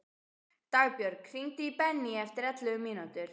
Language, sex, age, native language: Icelandic, female, 12, Icelandic